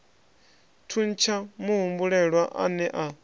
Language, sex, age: Venda, male, 26